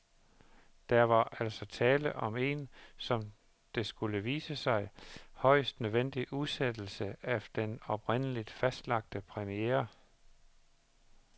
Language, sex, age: Danish, male, 51